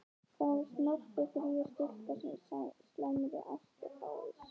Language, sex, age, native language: Icelandic, female, 11, Icelandic